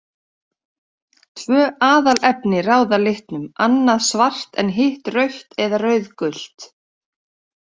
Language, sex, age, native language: Icelandic, female, 30-39, Icelandic